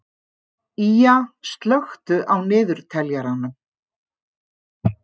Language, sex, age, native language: Icelandic, female, 50-59, Icelandic